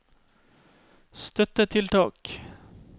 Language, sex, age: Norwegian, male, 31